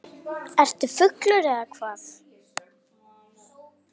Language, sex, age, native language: Icelandic, female, 7, Icelandic